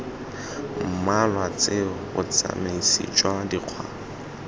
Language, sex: Tswana, male